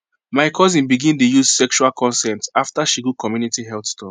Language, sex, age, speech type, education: Nigerian Pidgin, male, 15-29, spontaneous, secondary